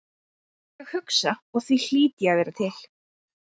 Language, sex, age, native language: Icelandic, female, 20-29, Icelandic